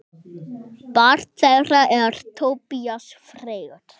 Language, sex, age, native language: Icelandic, male, 6, Icelandic